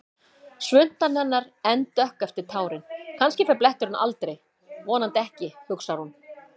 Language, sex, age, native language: Icelandic, female, 50-59, Icelandic